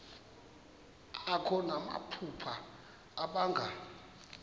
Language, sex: Xhosa, male